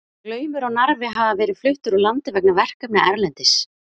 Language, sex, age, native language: Icelandic, female, 30-39, Icelandic